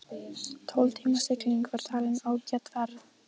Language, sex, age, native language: Icelandic, female, 14, Icelandic